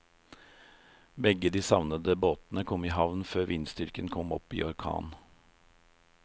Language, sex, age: Norwegian, male, 56